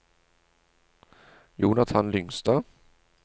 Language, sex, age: Norwegian, male, 40